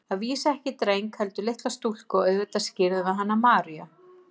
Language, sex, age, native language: Icelandic, female, 50-59, Icelandic